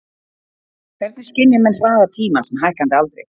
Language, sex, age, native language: Icelandic, female, 40-49, Icelandic